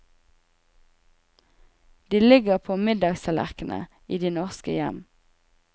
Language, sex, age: Norwegian, female, 20